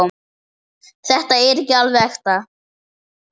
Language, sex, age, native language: Icelandic, male, 8, Icelandic